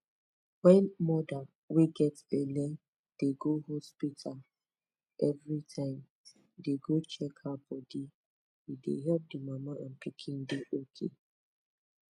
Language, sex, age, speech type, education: Nigerian Pidgin, female, 15-29, spontaneous, tertiary